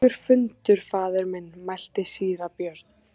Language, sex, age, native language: Icelandic, female, 14, Icelandic